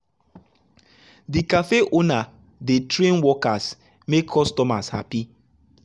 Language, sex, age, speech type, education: Nigerian Pidgin, male, 15-29, spontaneous, tertiary